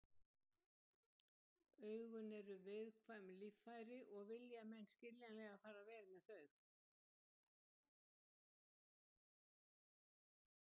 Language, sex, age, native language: Icelandic, female, 70-79, Icelandic